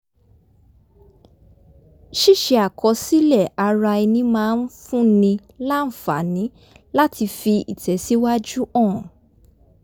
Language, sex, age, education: Yoruba, female, 15-29, tertiary